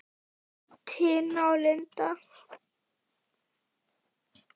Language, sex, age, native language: Icelandic, female, 10, Icelandic